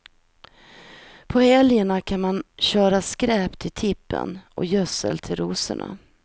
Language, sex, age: Swedish, female, 43